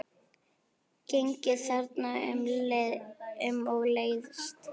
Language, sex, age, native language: Icelandic, female, 9, Icelandic